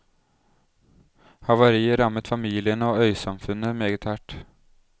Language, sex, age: Norwegian, male, 20